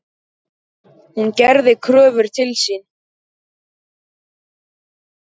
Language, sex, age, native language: Icelandic, male, 9, Icelandic